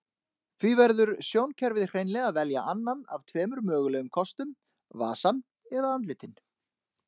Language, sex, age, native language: Icelandic, male, 30-39, Icelandic